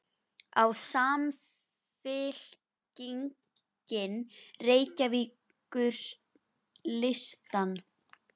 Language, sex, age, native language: Icelandic, female, 11, Icelandic